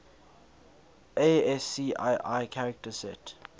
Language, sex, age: English, male, 22